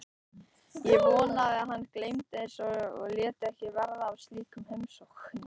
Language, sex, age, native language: Icelandic, male, 18-19, Icelandic